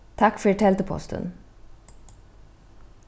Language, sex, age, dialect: Faroese, female, 36-60, Norðuroyggjar